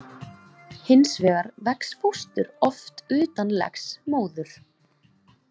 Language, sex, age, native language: Icelandic, female, 20-29, Icelandic